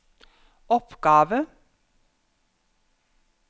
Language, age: Norwegian, 50